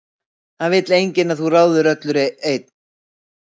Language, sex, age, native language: Icelandic, female, 60-69, Icelandic